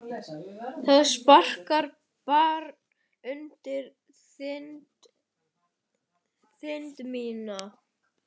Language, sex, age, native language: Icelandic, male, 11, Icelandic